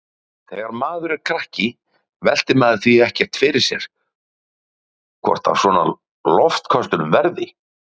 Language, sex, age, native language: Icelandic, male, 40-49, Icelandic